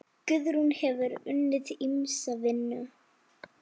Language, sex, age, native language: Icelandic, female, 7, Icelandic